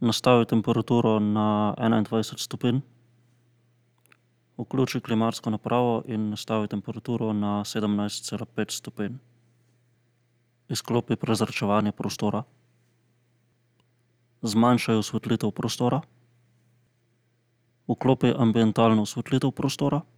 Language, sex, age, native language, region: Slovenian, male, 30-49, Slovenian, Central Slovenia